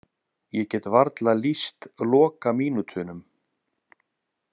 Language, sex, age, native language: Icelandic, male, 30-39, Icelandic